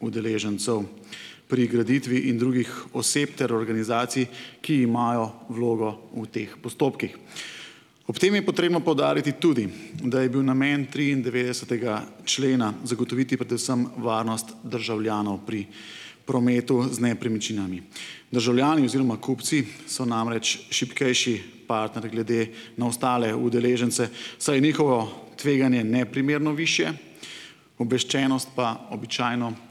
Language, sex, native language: Slovenian, male, Slovenian